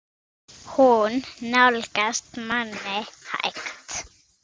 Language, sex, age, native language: Icelandic, female, 6, Icelandic